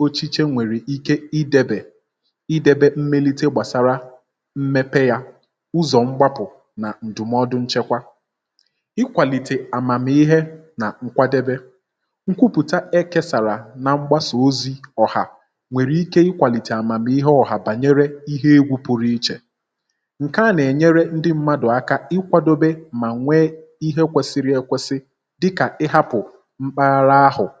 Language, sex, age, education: Igbo, male, 15-29, tertiary